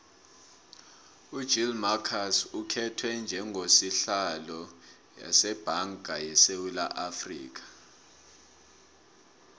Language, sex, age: South Ndebele, male, 24